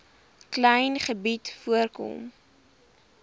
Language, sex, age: Afrikaans, female, 20